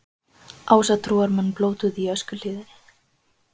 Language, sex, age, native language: Icelandic, female, 20-29, Icelandic